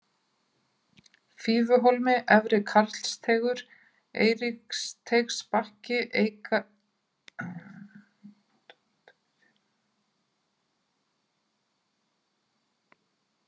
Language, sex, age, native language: Icelandic, female, 40-49, Icelandic